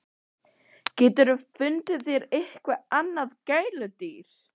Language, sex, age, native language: Icelandic, other, 12, Icelandic